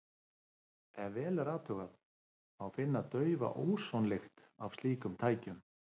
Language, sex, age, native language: Icelandic, male, 50-59, Icelandic